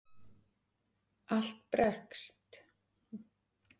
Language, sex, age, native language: Icelandic, female, 40-49, Icelandic